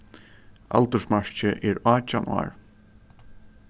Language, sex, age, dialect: Faroese, male, 15-35, Suðurstreymoy